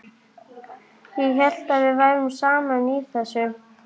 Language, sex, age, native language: Icelandic, male, 11, Icelandic